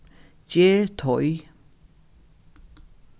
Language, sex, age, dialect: Faroese, female, 36-60, Norðuroyggjar